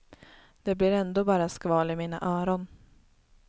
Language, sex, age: Swedish, female, 19